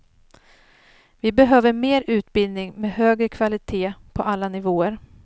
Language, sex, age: Swedish, female, 39